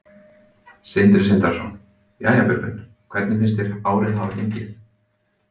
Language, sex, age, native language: Icelandic, male, 20-29, Icelandic